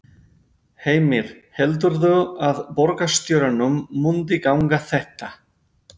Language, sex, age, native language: Icelandic, male, 50-59, Spanish